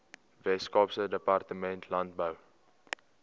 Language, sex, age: Afrikaans, male, 18